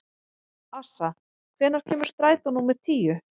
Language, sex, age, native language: Icelandic, female, 30-39, Icelandic